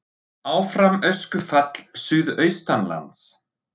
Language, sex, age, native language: Icelandic, male, 40-49, Icelandic